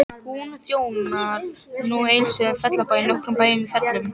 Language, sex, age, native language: Icelandic, female, 12, Icelandic